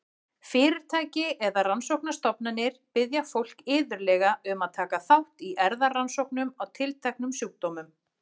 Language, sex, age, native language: Icelandic, female, 40-49, Icelandic